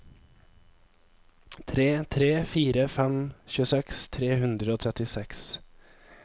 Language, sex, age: Norwegian, male, 23